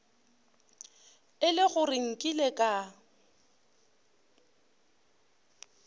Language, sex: Northern Sotho, female